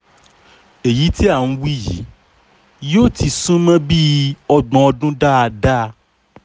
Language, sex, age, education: Yoruba, male, 30-45, tertiary